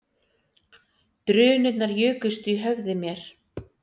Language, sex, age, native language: Icelandic, female, 60-69, Icelandic